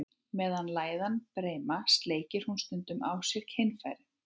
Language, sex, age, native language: Icelandic, female, 18-19, Icelandic